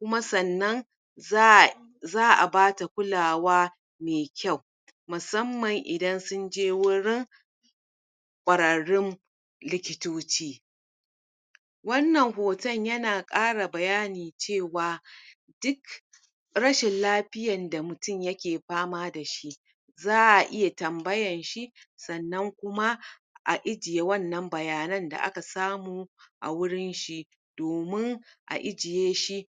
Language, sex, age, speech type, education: Hausa, female, 30-45, spontaneous, tertiary